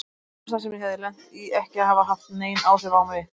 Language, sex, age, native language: Icelandic, female, 30-39, Icelandic